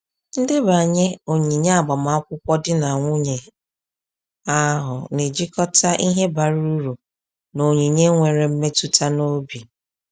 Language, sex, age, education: Igbo, female, 30-45, tertiary